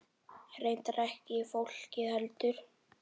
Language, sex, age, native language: Icelandic, female, 9, Icelandic